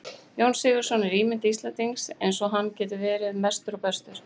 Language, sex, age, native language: Icelandic, female, 18-19, Icelandic